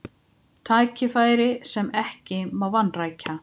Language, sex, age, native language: Icelandic, female, 50-59, Icelandic